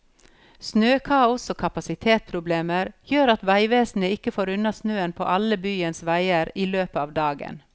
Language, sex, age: Norwegian, female, 54